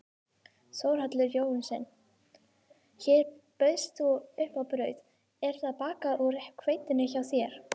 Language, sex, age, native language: Icelandic, female, 18-19, Icelandic